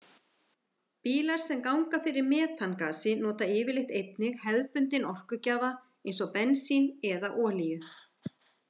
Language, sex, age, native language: Icelandic, female, 50-59, Icelandic